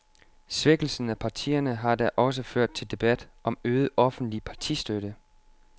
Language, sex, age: Danish, male, 25